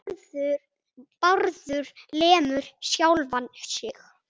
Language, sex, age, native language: Icelandic, male, 6, Icelandic